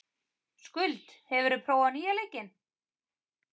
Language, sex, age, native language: Icelandic, female, 30-39, Icelandic